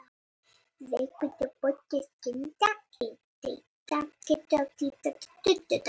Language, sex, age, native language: Icelandic, female, 30-39, Icelandic